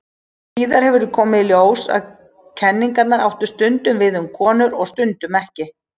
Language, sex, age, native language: Icelandic, female, 40-49, Icelandic